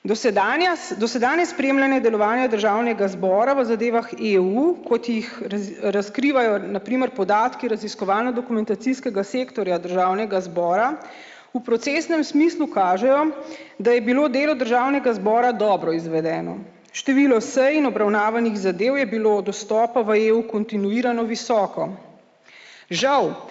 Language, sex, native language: Slovenian, female, Slovenian